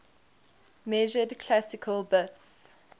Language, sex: English, female